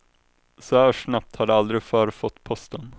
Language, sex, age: Swedish, male, 21